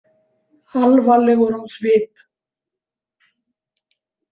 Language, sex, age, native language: Icelandic, female, 70-79, Icelandic